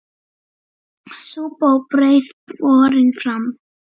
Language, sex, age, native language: Icelandic, female, 9, Icelandic